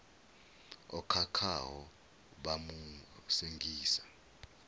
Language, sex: Venda, male